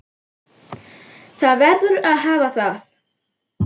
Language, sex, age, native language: Icelandic, female, 9, Icelandic